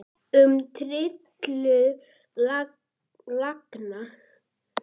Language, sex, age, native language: Icelandic, female, 8, Icelandic